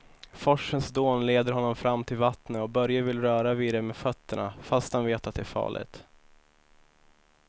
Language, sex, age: Swedish, male, 25